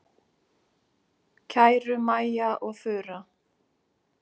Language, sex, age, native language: Icelandic, female, 6, Icelandic